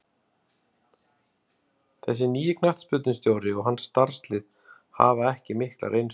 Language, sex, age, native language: Icelandic, male, 50-59, Icelandic